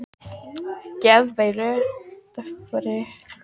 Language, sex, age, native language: Icelandic, female, 20-29, Icelandic